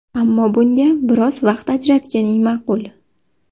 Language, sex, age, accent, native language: Uzbek, female, 19-29, Sirdaryo, Uzbek